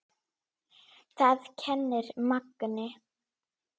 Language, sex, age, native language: Icelandic, female, 9, Icelandic